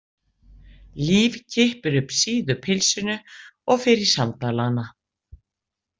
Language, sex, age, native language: Icelandic, female, 60-69, Icelandic